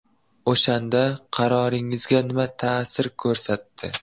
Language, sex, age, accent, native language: Uzbek, male, 12-17, Toshkent viloyati, Uzbek